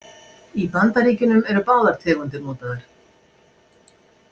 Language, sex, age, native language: Icelandic, female, 60-69, Icelandic